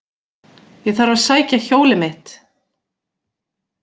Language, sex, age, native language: Icelandic, female, 40-49, Icelandic